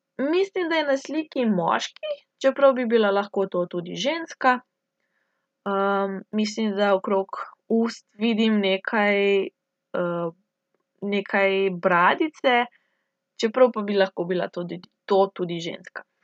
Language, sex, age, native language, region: Slovenian, female, 18-29, Slovenian, Central Slovenia